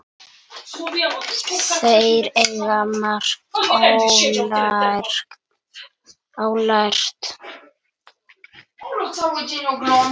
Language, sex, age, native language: Icelandic, male, 9, Icelandic